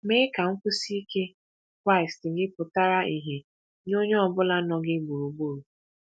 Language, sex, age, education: Igbo, female, 15-29, tertiary